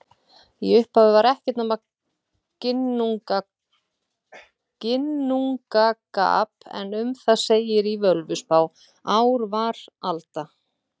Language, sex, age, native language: Icelandic, female, 40-49, Icelandic